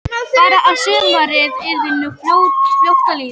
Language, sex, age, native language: Icelandic, female, 11, Icelandic